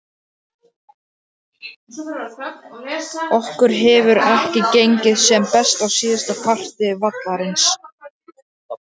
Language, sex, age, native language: Icelandic, male, 18-19, Icelandic